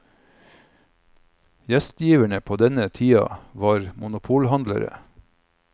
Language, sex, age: Norwegian, male, 45